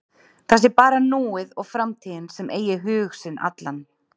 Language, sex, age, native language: Icelandic, female, 30-39, Icelandic